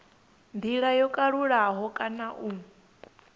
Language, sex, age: Venda, female, 22